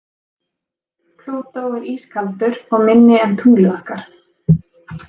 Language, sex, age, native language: Icelandic, female, 20-29, Icelandic